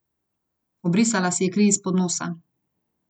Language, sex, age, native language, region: Slovenian, female, 30-49, Slovenian, Gorenjska region